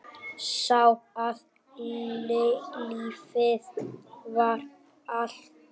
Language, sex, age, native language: Icelandic, male, 7, Icelandic